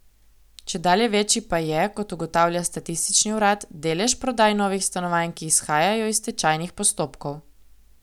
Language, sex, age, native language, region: Slovenian, female, 18-29, Slovenian, Coastal Karst region